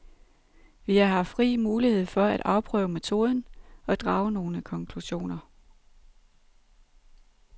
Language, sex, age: Danish, female, 32